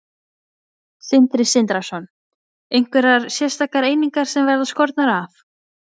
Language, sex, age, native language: Icelandic, female, 20-29, Icelandic